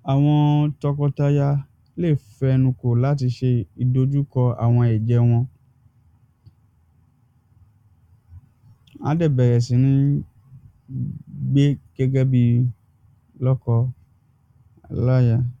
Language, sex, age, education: Yoruba, male, 30-45, secondary